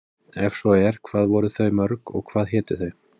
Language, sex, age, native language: Icelandic, male, 30-39, Icelandic